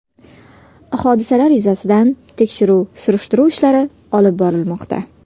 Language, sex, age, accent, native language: Uzbek, female, 18-24, Sirdaryo, Uzbek